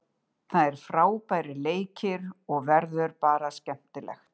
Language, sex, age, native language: Icelandic, female, 60-69, Icelandic